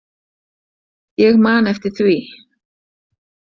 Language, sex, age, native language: Icelandic, female, 40-49, Icelandic